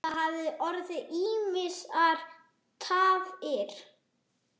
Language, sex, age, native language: Icelandic, male, 8, Icelandic